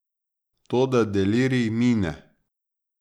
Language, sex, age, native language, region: Slovenian, male, 30-49, Slovenian, Drava region